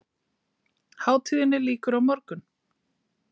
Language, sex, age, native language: Icelandic, female, 40-49, Icelandic